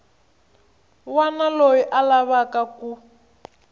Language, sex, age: Tsonga, female, 25